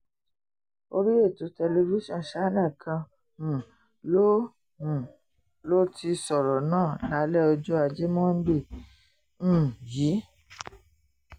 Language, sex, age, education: Yoruba, female, 30-45, tertiary